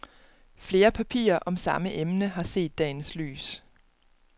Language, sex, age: Danish, female, 29